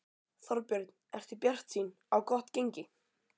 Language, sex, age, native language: Icelandic, male, 12, Icelandic